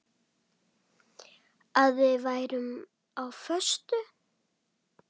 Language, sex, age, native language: Icelandic, female, 8, Icelandic